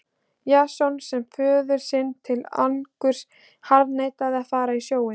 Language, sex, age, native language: Icelandic, female, 16, Icelandic